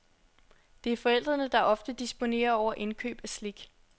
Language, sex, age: Danish, female, 21